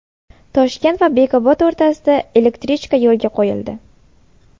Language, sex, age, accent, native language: Uzbek, female, 18-24, Samarqand, Uzbek